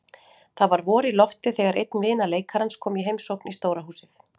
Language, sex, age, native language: Icelandic, female, 40-49, Icelandic